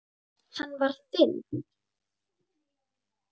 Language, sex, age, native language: Icelandic, female, 9, Icelandic